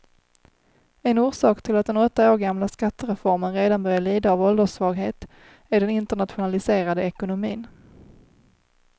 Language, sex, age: Swedish, female, 30